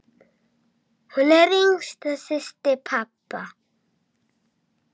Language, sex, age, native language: Icelandic, female, 6, Icelandic